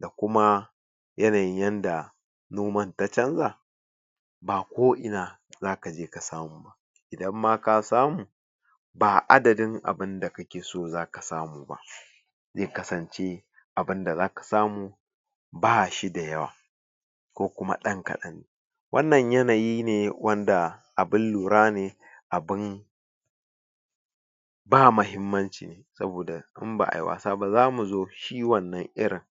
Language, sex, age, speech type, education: Hausa, male, 46-60, spontaneous, tertiary